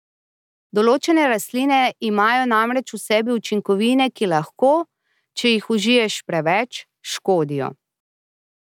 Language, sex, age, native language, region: Slovenian, female, 30-49, Slovenian, Drava region